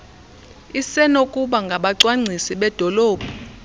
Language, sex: Xhosa, female